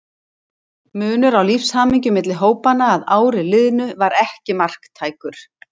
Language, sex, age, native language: Icelandic, female, 60-69, Icelandic